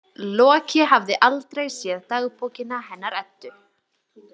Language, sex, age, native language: Icelandic, female, 20-29, Icelandic